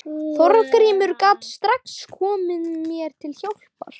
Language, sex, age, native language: Icelandic, other, 12, Icelandic